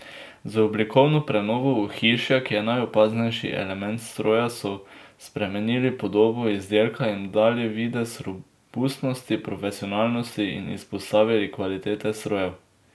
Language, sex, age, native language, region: Slovenian, male, 18-29, Slovenian, Drava region